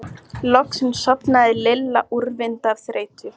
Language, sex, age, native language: Icelandic, male, 14, Icelandic